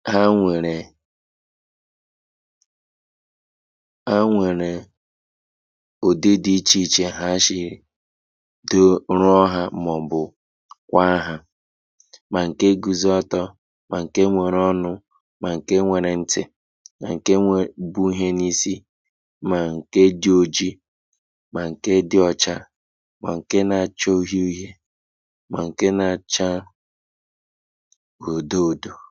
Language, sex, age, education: Igbo, male, 30-45, tertiary